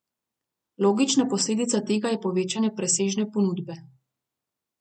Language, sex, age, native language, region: Slovenian, female, 30-49, Slovenian, Gorenjska region